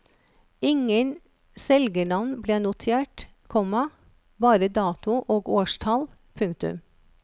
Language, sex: Norwegian, female